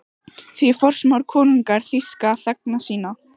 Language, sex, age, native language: Icelandic, female, 14, Icelandic